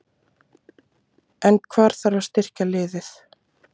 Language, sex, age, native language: Icelandic, female, 30-39, Icelandic